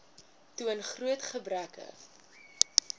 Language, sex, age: Afrikaans, female, 21